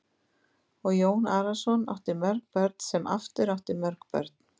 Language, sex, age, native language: Icelandic, female, 50-59, Icelandic